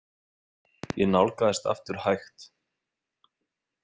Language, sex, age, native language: Icelandic, male, 20-29, Icelandic